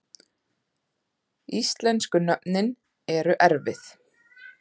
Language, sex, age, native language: Icelandic, female, 30-39, Icelandic